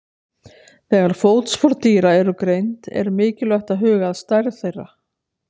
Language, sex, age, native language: Icelandic, female, 60-69, Icelandic